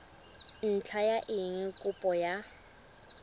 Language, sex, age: Tswana, female, 20